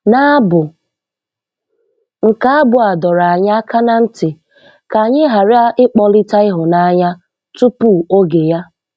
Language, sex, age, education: Igbo, female, 15-29, tertiary